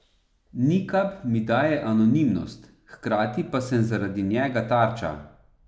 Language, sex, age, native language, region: Slovenian, male, 30-49, Slovenian, Savinja region